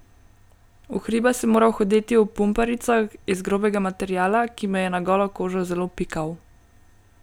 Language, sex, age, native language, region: Slovenian, female, 18-29, Slovenian, Gorenjska region